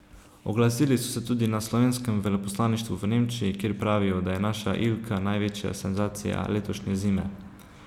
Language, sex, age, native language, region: Slovenian, male, 18-29, Slovenian, Savinja region